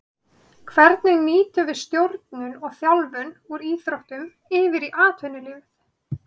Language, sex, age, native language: Icelandic, female, 30-39, Icelandic